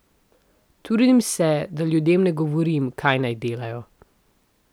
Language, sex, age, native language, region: Slovenian, female, 18-29, Slovenian, Central Slovenia